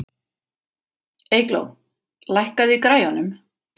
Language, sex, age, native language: Icelandic, female, 40-49, Icelandic